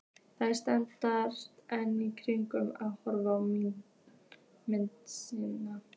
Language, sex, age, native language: Icelandic, female, 15, Icelandic